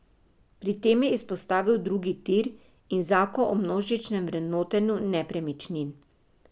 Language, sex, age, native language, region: Slovenian, female, 50-59, Slovenian, Drava region